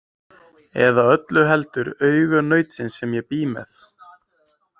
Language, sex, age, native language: Icelandic, male, 20-29, Icelandic